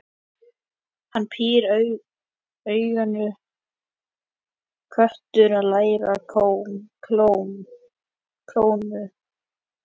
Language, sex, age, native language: Icelandic, male, 11, Icelandic